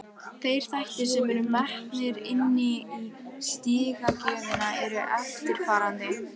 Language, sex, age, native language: Icelandic, female, 18-19, Icelandic